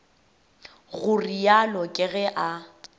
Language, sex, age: Northern Sotho, female, 18